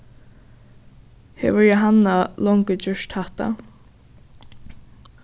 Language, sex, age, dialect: Faroese, female, 15-35, Suðuroy